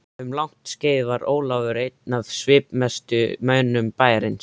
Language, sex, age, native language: Icelandic, male, 13, Icelandic